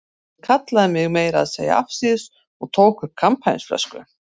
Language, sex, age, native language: Icelandic, female, 50-59, Icelandic